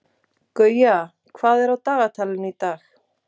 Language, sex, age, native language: Icelandic, female, 30-39, Icelandic